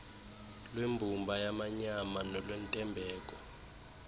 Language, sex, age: Xhosa, male, 18